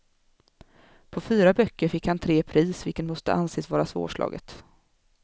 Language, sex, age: Swedish, female, 24